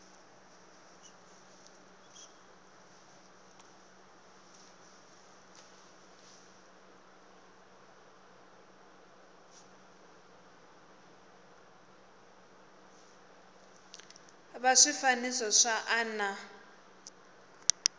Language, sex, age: Tsonga, female, 18